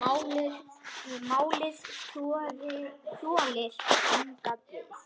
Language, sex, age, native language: Icelandic, male, 10, Icelandic